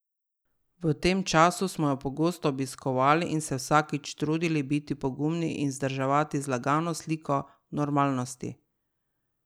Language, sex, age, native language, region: Slovenian, female, 30-49, Slovenian, Drava region